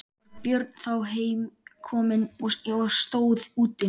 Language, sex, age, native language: Icelandic, male, 13, Icelandic